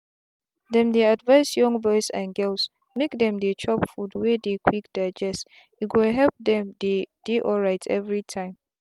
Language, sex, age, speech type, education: Nigerian Pidgin, female, 15-29, spontaneous, tertiary